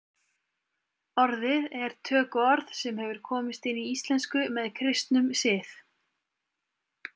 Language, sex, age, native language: Icelandic, female, 20-29, Icelandic